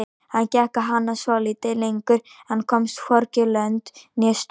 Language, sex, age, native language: Icelandic, female, 18-19, Icelandic